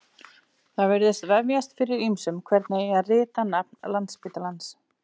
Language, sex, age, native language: Icelandic, female, 40-49, Icelandic